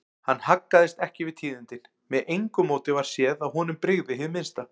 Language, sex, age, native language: Icelandic, male, 40-49, Icelandic